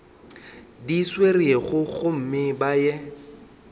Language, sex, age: Northern Sotho, male, 25